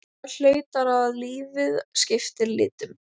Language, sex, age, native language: Icelandic, female, 12, Icelandic